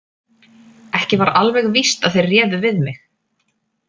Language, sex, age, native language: Icelandic, female, 30-39, Icelandic